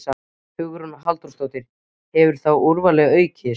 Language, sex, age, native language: Icelandic, male, 13, Icelandic